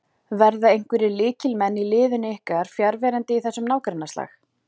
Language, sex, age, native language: Icelandic, female, 40-49, Icelandic